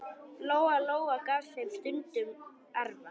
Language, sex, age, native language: Icelandic, female, 10, Icelandic